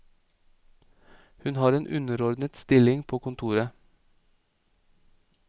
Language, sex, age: Norwegian, male, 28